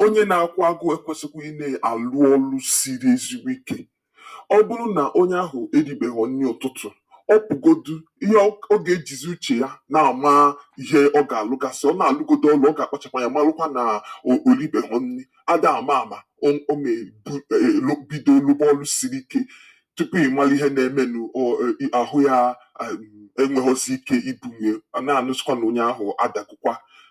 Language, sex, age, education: Igbo, male, 30-45, tertiary